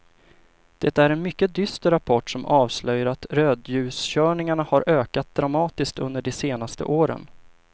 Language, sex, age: Swedish, male, 25